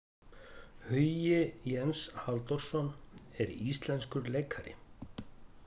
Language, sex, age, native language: Icelandic, male, 50-59, Icelandic